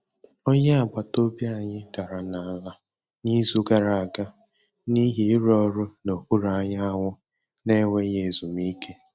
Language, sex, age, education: Igbo, male, 15-29, tertiary